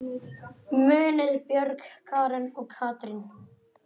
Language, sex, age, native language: Icelandic, male, 9, Icelandic